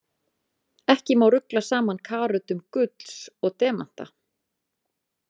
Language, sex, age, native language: Icelandic, female, 30-39, Icelandic